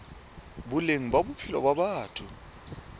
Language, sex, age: Southern Sotho, male, 24